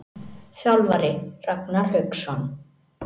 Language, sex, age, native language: Icelandic, male, 18-19, Icelandic